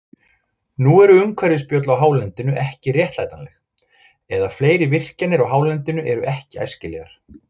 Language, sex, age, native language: Icelandic, male, 40-49, Icelandic